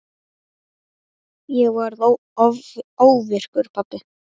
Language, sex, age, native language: Icelandic, male, 8, Icelandic